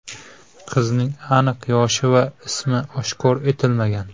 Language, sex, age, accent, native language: Uzbek, male, 18-24, Samarqand, Uzbek